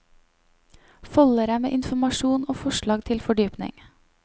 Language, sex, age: Norwegian, female, 25